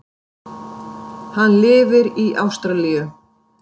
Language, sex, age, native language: Icelandic, female, 50-59, Icelandic